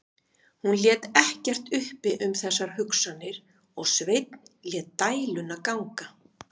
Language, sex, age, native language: Icelandic, female, 50-59, Icelandic